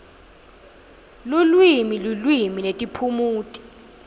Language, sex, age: Swati, female, 19